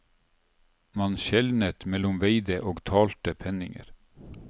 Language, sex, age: Norwegian, male, 47